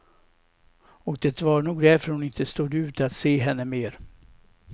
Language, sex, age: Swedish, male, 67